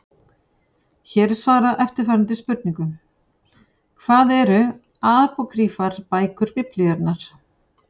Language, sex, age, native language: Icelandic, female, 40-49, Icelandic